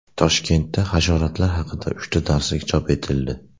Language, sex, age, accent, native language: Uzbek, male, 18-24, Namangan, Uzbek